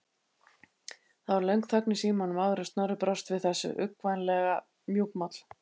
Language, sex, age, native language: Icelandic, female, 80-89, Icelandic